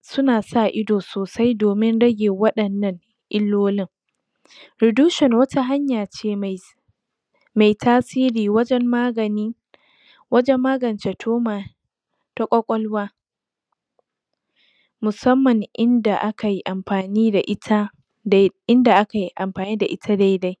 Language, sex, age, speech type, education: Hausa, female, 46-60, spontaneous, tertiary